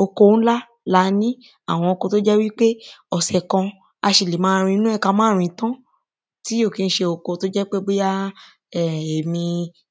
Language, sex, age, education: Yoruba, female, 15-29, secondary